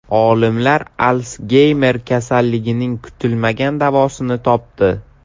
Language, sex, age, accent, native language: Uzbek, male, 12-17, Samarqand, Uzbek